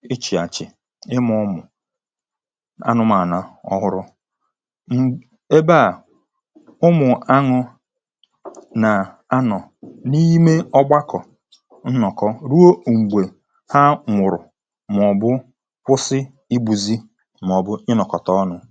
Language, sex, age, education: Igbo, male, 30-45, tertiary